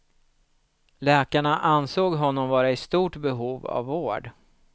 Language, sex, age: Swedish, male, 36